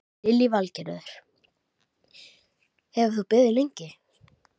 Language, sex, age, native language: Icelandic, female, 11, Icelandic